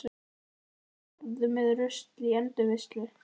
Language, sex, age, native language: Icelandic, male, 11, Icelandic